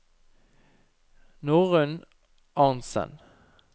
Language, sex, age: Norwegian, male, 29